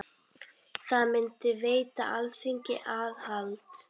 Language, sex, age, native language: Icelandic, female, 10, Icelandic